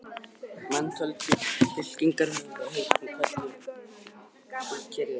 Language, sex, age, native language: Icelandic, male, 20-29, Icelandic